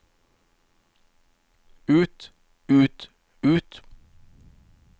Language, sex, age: Norwegian, male, 51